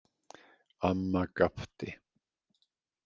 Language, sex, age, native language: Icelandic, male, 50-59, Icelandic